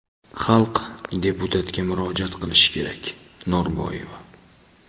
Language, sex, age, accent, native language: Uzbek, male, 19-29, Toshkent viloyati, Uzbek